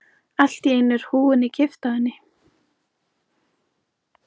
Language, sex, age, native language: Icelandic, male, 14, Icelandic